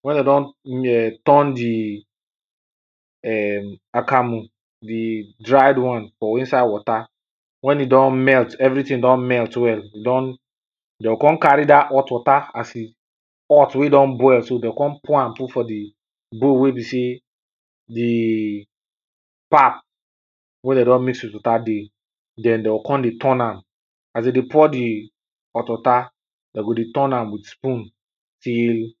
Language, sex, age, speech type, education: Nigerian Pidgin, male, 15-29, spontaneous, primary